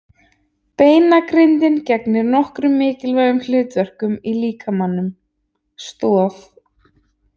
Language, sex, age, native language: Icelandic, female, 20-29, Icelandic